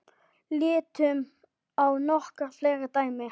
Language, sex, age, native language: Icelandic, male, 10, Icelandic